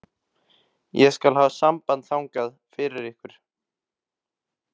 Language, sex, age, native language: Icelandic, male, 15, Icelandic